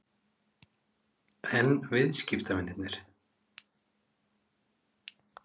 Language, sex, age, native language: Icelandic, male, 30-39, Icelandic